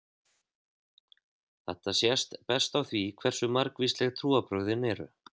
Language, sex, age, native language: Icelandic, male, 30-39, Icelandic